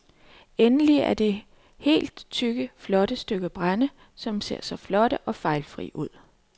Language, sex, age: Danish, female, 39